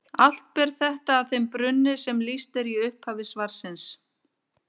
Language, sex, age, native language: Icelandic, female, 50-59, Icelandic